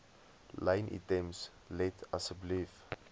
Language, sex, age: Afrikaans, male, 20